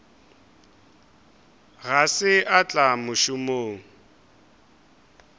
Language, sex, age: Northern Sotho, male, 23